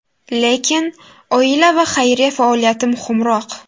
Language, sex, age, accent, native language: Uzbek, female, 18-24, Buxoro, Uzbek